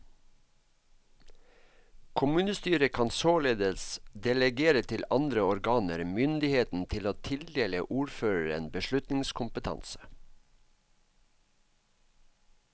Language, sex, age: Norwegian, male, 54